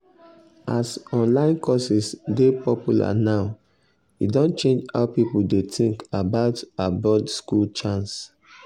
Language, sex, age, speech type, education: Nigerian Pidgin, male, 30-45, spontaneous, secondary